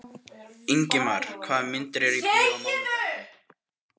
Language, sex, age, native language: Icelandic, male, 18-19, Icelandic